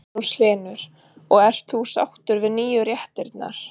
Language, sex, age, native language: Icelandic, female, 30-39, Icelandic